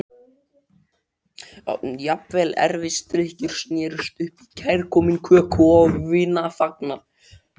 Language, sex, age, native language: Icelandic, male, 12, Icelandic